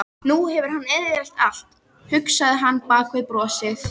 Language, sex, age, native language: Icelandic, female, 13, Icelandic